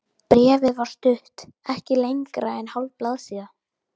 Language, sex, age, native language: Icelandic, female, 12, Icelandic